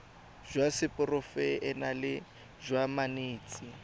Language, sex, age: Tswana, male, 20